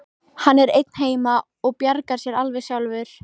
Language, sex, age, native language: Icelandic, female, 14, Icelandic